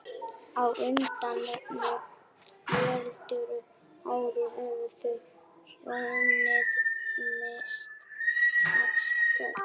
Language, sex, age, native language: Icelandic, female, 11, German